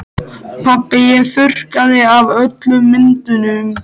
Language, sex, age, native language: Icelandic, male, 13, Icelandic